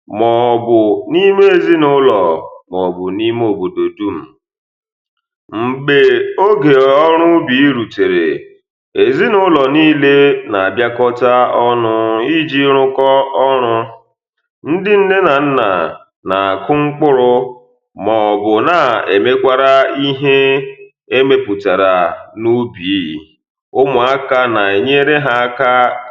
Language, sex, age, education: Igbo, male, 15-29, primary